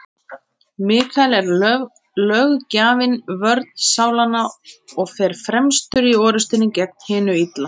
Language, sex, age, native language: Icelandic, female, 30-39, Icelandic